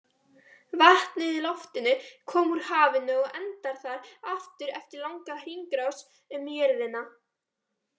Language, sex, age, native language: Icelandic, female, 18-19, Icelandic